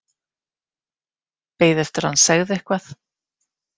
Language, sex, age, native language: Icelandic, female, 50-59, Icelandic